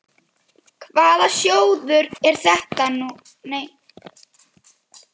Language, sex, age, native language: Icelandic, female, 10, Icelandic